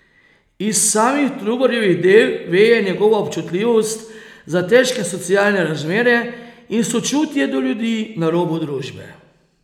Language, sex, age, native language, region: Slovenian, male, 30-49, Slovenian, Posavska region